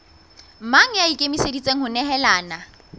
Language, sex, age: Southern Sotho, female, 20